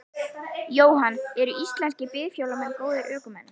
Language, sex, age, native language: Icelandic, female, 11, Icelandic